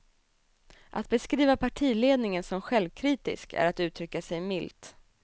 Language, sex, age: Swedish, female, 27